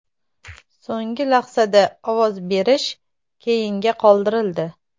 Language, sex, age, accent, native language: Uzbek, female, 25-34, Namangan, Uzbek